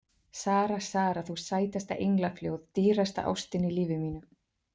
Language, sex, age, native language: Icelandic, female, 40-49, Icelandic